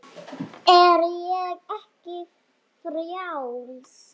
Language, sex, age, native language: Icelandic, female, 9, Icelandic